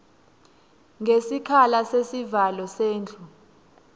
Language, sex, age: Swati, female, 19